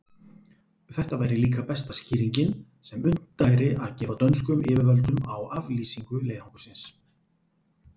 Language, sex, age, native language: Icelandic, male, 40-49, Icelandic